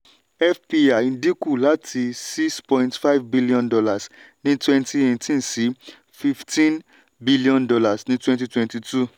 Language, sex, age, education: Yoruba, male, 15-29, tertiary